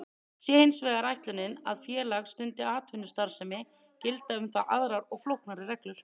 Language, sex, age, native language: Icelandic, female, 30-39, Icelandic